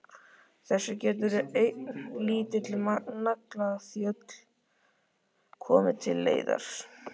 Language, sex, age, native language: Icelandic, male, 13, Icelandic